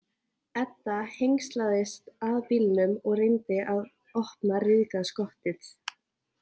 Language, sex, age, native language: Icelandic, female, 18-19, Icelandic